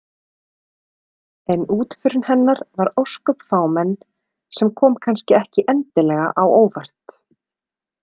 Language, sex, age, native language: Icelandic, female, 30-39, Icelandic